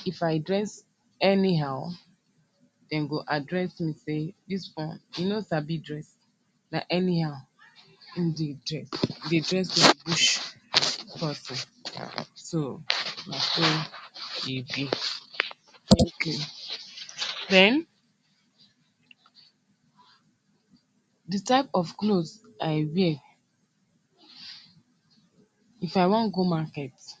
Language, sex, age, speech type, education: Nigerian Pidgin, female, 30-45, spontaneous, tertiary